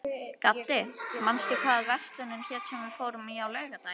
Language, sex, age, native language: Icelandic, female, 11, Icelandic